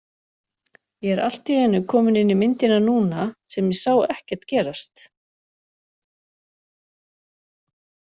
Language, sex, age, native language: Icelandic, female, 40-49, Icelandic